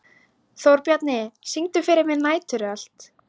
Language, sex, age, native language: Icelandic, female, 13, Icelandic